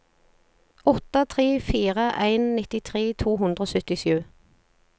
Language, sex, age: Norwegian, female, 40